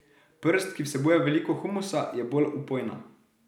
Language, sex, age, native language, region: Slovenian, male, 18-29, Slovenian, Drava region